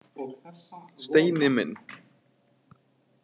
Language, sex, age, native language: Icelandic, male, 18-19, Icelandic